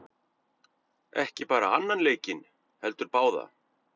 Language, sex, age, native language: Icelandic, male, 50-59, Icelandic